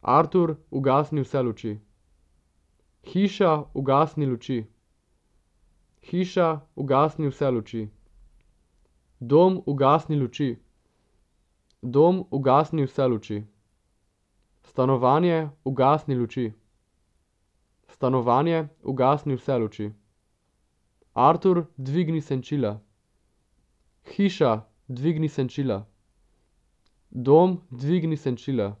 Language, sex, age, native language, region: Slovenian, male, 18-29, Slovenian, Central Slovenia